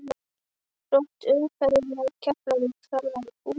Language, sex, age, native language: Icelandic, female, 12, Icelandic